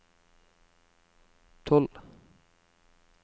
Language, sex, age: Norwegian, male, 25